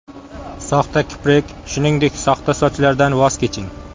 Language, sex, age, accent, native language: Uzbek, male, 25-34, Qashqadaryo, Uzbek